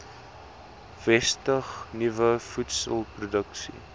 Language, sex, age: Afrikaans, male, 19